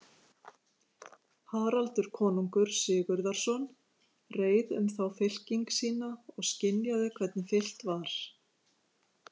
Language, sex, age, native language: Icelandic, female, 50-59, Icelandic